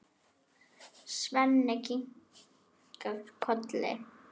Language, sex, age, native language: Icelandic, female, 9, Icelandic